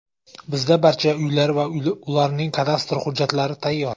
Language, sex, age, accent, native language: Uzbek, male, 19-29, Samarqand, Uzbek